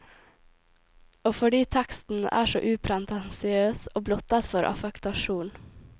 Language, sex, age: Norwegian, female, 18